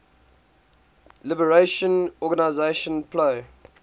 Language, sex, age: English, male, 18